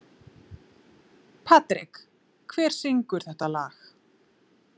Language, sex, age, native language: Icelandic, female, 40-49, Icelandic